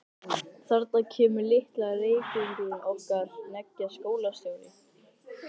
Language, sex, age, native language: Icelandic, male, 13, Icelandic